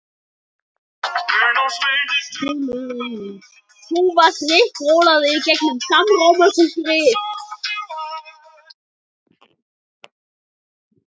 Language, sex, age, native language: Icelandic, male, 12, Icelandic